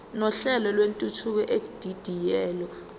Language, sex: Zulu, female